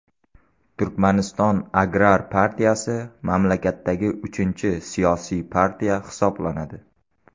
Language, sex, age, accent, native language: Uzbek, male, 19-29, Sirdaryo, Uzbek